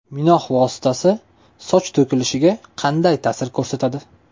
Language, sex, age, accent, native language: Uzbek, male, 18-24, Toshkent shahri, Uzbek